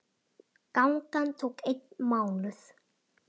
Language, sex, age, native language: Icelandic, male, 10, Icelandic